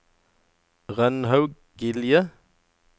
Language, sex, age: Norwegian, male, 37